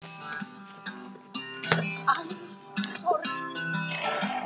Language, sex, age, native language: Icelandic, male, 11, Icelandic